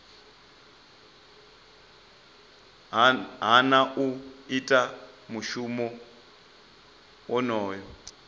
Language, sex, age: Venda, male, 25